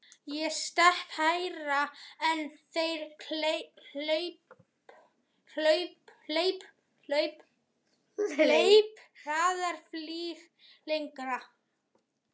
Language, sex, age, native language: Icelandic, male, 11, Icelandic